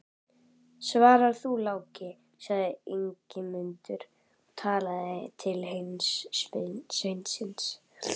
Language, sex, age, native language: Icelandic, female, 11, Icelandic